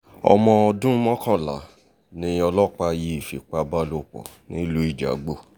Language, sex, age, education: Yoruba, male, 30-45, tertiary